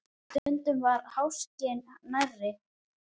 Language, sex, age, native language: Icelandic, female, 10, Icelandic